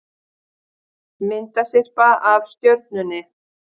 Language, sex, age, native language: Icelandic, female, 50-59, Icelandic